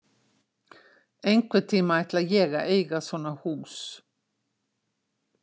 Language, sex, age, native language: Icelandic, female, 60-69, Icelandic